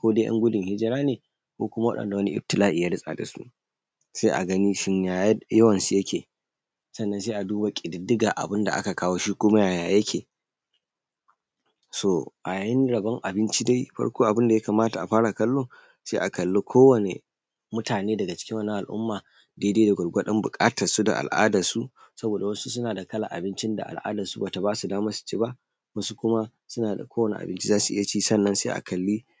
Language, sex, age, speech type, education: Hausa, male, 30-45, spontaneous, secondary